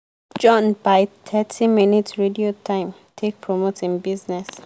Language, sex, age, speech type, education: Nigerian Pidgin, female, 15-29, spontaneous, tertiary